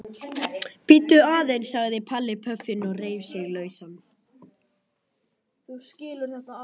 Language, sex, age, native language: Icelandic, male, 12, Icelandic